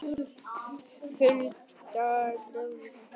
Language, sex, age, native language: Icelandic, male, 10, Icelandic